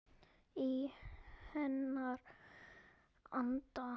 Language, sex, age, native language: Icelandic, female, 8, Icelandic